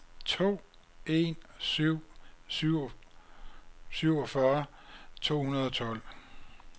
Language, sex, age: Danish, male, 56